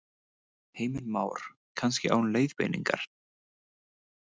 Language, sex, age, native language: Icelandic, male, 20-29, English